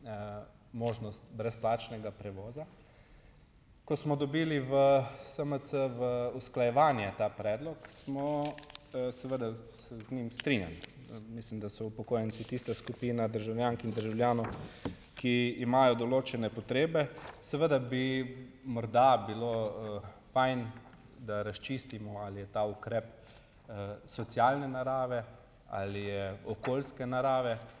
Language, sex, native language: Slovenian, male, Slovenian